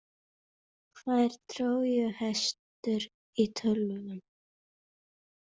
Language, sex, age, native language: Icelandic, male, 40-49, Icelandic